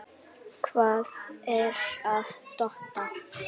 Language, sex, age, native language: Icelandic, female, 8, Icelandic